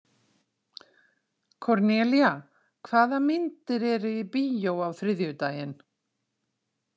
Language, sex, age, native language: Icelandic, female, 60-69, Icelandic